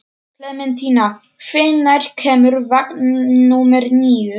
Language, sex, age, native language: Icelandic, male, 40-49, Polish